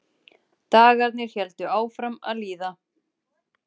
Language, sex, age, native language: Icelandic, female, 30-39, Icelandic